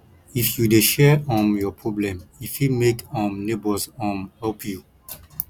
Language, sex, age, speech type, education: Nigerian Pidgin, male, 15-29, spontaneous, tertiary